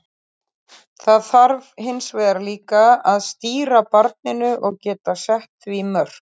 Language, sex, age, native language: Icelandic, female, 30-39, Icelandic